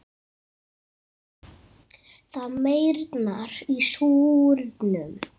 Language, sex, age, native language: Icelandic, male, 8, Icelandic